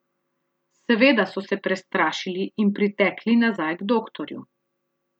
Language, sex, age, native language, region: Slovenian, female, 30-49, Slovenian, Central Slovenia